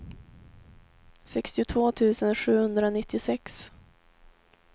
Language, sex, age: Swedish, female, 18